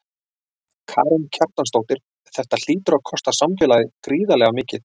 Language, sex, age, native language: Icelandic, male, 40-49, Icelandic